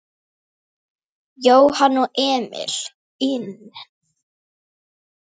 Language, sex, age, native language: Icelandic, female, 9, Icelandic